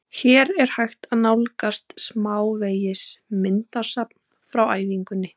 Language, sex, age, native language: Icelandic, female, 20-29, Icelandic